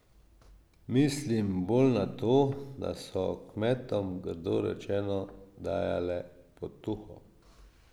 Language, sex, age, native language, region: Slovenian, male, 50-59, Slovenian, Drava region